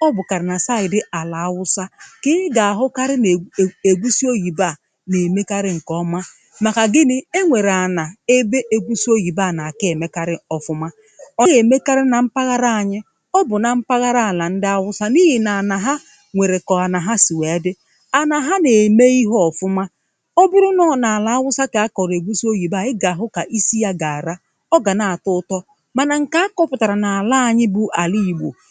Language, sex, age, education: Igbo, female, 30-45, primary